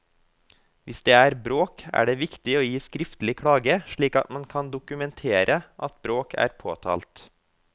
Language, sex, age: Norwegian, male, 24